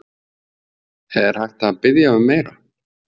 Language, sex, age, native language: Icelandic, male, 50-59, Icelandic